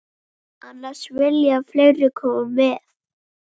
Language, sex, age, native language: Icelandic, female, 7, Icelandic